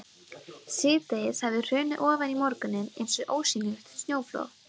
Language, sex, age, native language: Icelandic, female, 12, Icelandic